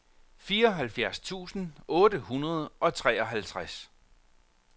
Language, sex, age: Danish, male, 45